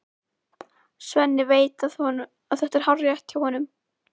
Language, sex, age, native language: Icelandic, female, 11, Icelandic